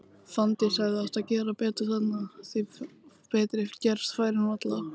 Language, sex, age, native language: Icelandic, female, 18-19, Icelandic